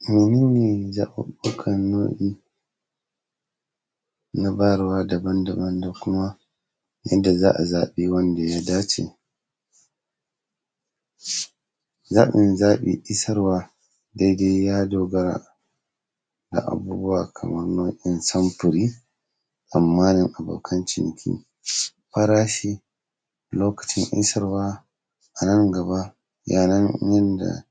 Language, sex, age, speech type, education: Hausa, male, 30-45, spontaneous, tertiary